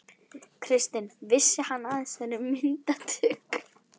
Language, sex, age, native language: Icelandic, female, 11, Icelandic